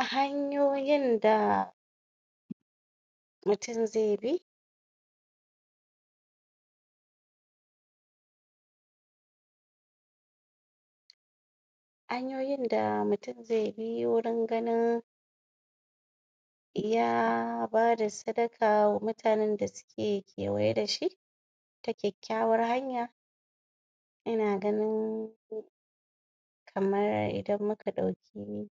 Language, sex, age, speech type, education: Hausa, female, 46-60, spontaneous, tertiary